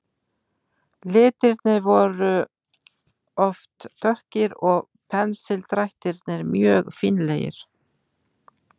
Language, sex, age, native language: Icelandic, female, 60-69, Icelandic